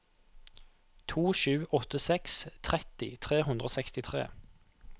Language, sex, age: Norwegian, male, 28